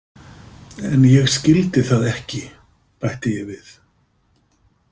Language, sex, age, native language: Icelandic, male, 50-59, Icelandic